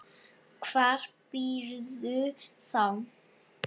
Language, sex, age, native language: Icelandic, female, 7, Icelandic